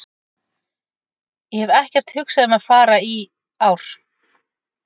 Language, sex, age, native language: Icelandic, female, 40-49, Icelandic